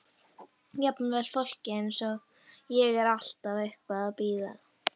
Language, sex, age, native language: Icelandic, female, 11, Icelandic